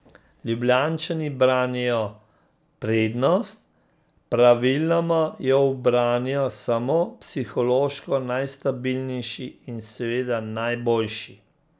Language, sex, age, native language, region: Slovenian, male, 50-59, Slovenian, Central Slovenia